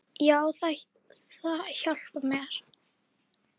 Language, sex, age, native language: Icelandic, female, 9, Icelandic